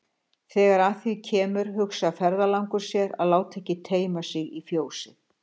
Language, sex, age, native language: Icelandic, female, 60-69, Icelandic